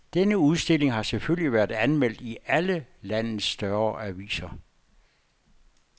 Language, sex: Danish, male